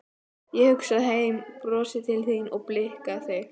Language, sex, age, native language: Icelandic, female, 12, Icelandic